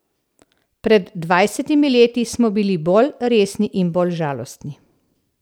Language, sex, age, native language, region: Slovenian, female, 60+, Slovenian, Central Slovenia